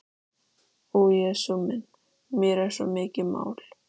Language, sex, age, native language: Icelandic, female, 13, Icelandic